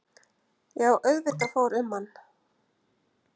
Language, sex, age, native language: Icelandic, female, 50-59, Icelandic